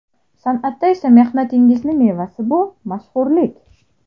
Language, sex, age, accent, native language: Uzbek, female, 19-29, Jizzax, Uzbek